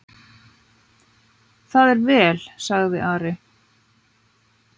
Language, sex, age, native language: Icelandic, female, 9, Icelandic